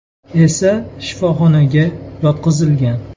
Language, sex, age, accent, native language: Uzbek, male, 19-29, Farg'ona, Uzbek